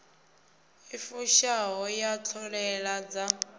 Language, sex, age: Venda, female, 19